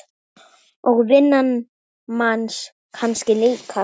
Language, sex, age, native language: Icelandic, female, 9, Icelandic